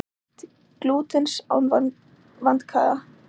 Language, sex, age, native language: Icelandic, female, 20-29, Icelandic